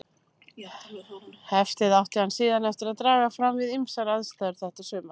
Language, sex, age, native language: Icelandic, female, 30-39, Icelandic